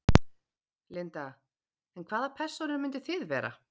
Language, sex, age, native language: Icelandic, female, 30-39, Icelandic